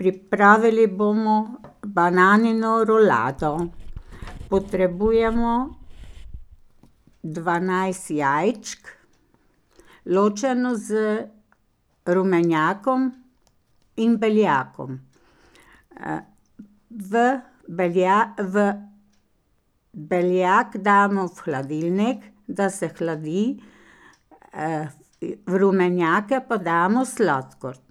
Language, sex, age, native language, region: Slovenian, female, 60+, Slovenian, Pomurje region